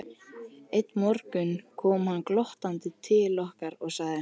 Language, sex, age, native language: Icelandic, male, 13, Icelandic